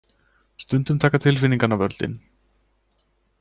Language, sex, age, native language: Icelandic, male, 20-29, Icelandic